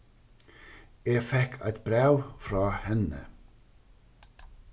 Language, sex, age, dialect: Faroese, male, 61+, Suðuroy